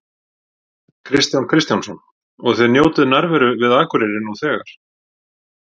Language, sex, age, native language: Icelandic, male, 40-49, Icelandic